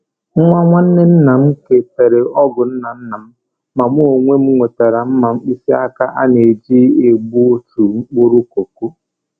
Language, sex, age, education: Igbo, male, 15-29, tertiary